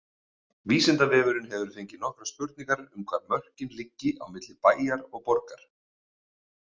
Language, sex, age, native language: Icelandic, male, 40-49, Icelandic